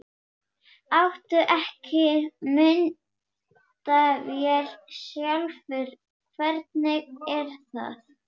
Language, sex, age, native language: Icelandic, female, 12, Icelandic